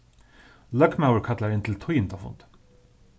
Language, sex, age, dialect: Faroese, male, 36-60, Suðurstreymoy